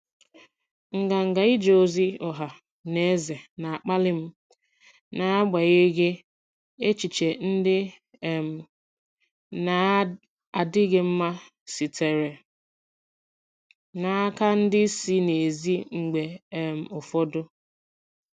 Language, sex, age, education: Igbo, female, 15-29, tertiary